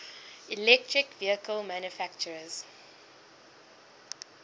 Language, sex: English, female